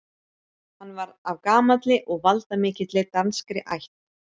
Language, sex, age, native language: Icelandic, female, 30-39, Icelandic